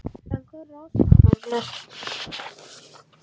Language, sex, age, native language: Icelandic, male, 11, Icelandic